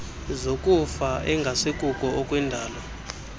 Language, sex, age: Xhosa, male, 26